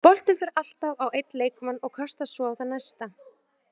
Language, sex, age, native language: Icelandic, female, 30-39, Icelandic